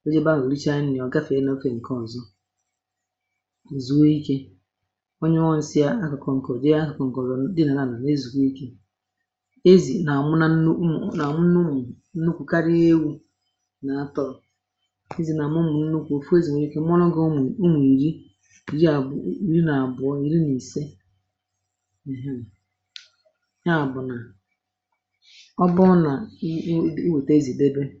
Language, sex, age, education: Igbo, female, 30-45, tertiary